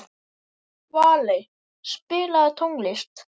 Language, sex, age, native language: Icelandic, male, 11, Icelandic